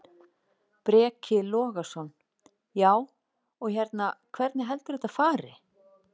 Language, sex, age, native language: Icelandic, female, 40-49, Icelandic